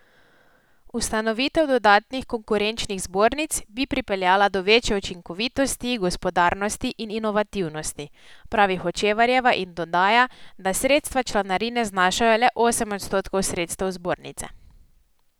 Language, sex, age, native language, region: Slovenian, female, 18-29, Slovenian, Posavska region